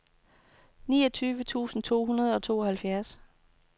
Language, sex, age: Danish, female, 29